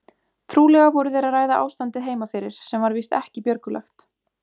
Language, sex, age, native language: Icelandic, female, 20-29, Icelandic